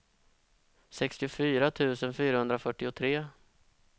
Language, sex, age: Swedish, male, 32